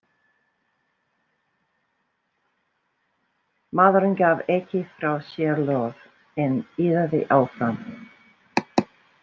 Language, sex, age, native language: Icelandic, female, 60-69, English